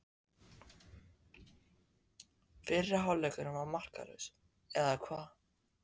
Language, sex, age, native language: Icelandic, male, 14, Icelandic